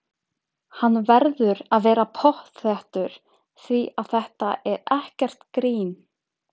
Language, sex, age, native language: Icelandic, female, 30-39, Icelandic